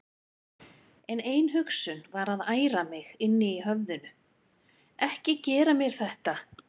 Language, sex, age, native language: Icelandic, female, 50-59, Icelandic